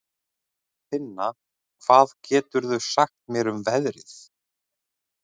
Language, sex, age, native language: Icelandic, male, 30-39, Icelandic